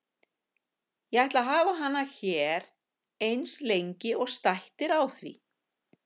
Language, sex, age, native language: Icelandic, female, 50-59, Icelandic